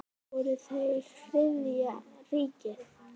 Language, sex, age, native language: Icelandic, male, 10, Icelandic